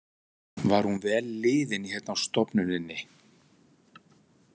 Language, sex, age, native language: Icelandic, male, 60-69, Icelandic